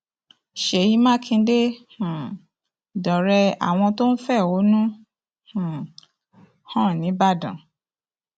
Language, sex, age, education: Yoruba, female, 30-45, tertiary